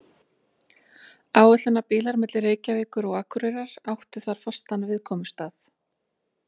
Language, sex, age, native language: Icelandic, female, 40-49, Icelandic